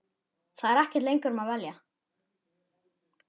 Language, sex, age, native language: Icelandic, male, 11, Icelandic